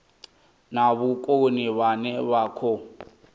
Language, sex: Venda, male